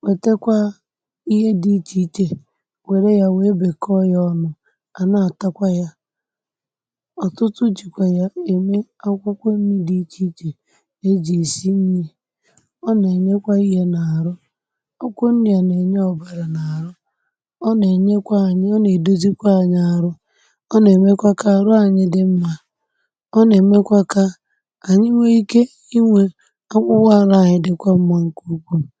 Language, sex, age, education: Igbo, male, 30-45, tertiary